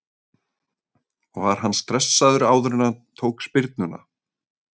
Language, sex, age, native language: Icelandic, male, 30-39, Icelandic